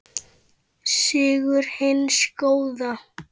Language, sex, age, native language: Icelandic, female, 10, Icelandic